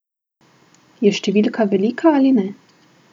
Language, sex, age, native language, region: Slovenian, female, 18-29, Slovenian, Southeast Slovenia